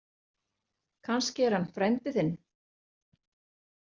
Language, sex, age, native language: Icelandic, female, 40-49, Icelandic